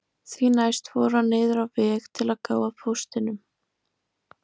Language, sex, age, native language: Icelandic, female, 20-29, Icelandic